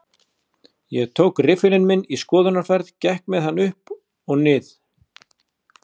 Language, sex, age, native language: Icelandic, male, 40-49, Icelandic